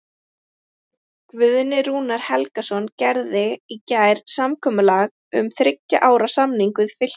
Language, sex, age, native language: Icelandic, female, 30-39, Icelandic